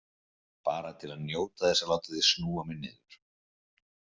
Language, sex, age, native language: Icelandic, male, 50-59, Icelandic